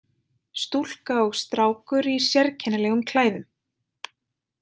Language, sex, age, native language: Icelandic, female, 20-29, Icelandic